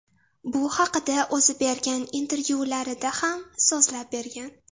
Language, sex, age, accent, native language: Uzbek, female, under 19, Toshkent shahri, Uzbek